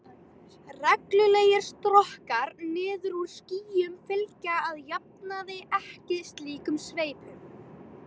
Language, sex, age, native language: Icelandic, female, 18-19, Icelandic